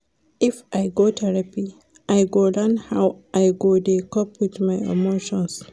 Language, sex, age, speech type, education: Nigerian Pidgin, female, 30-45, read, primary